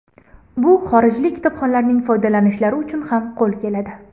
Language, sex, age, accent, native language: Uzbek, female, 18-24, Andijon, Uzbek